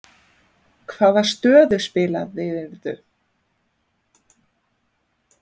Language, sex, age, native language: Icelandic, female, 40-49, Icelandic